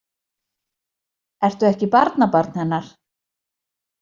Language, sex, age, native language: Icelandic, female, 40-49, Icelandic